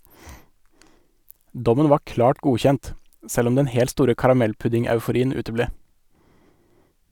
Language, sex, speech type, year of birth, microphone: Norwegian, male, read, 1984, Sennheiser